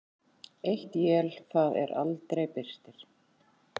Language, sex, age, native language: Icelandic, female, 40-49, Icelandic